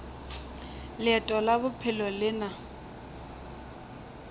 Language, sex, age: Northern Sotho, female, 20